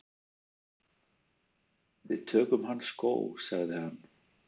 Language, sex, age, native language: Icelandic, male, 30-39, Icelandic